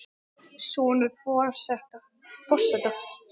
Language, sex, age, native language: Icelandic, female, 10, English